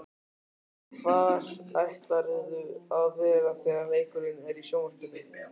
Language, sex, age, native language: Icelandic, male, 14, Icelandic